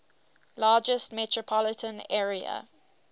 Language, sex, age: English, female, 18